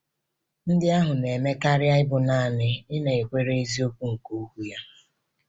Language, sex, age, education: Igbo, female, 30-45, tertiary